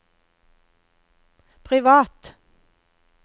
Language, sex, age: Norwegian, female, 59